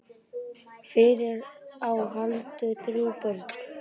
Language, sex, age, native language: Icelandic, male, 9, Icelandic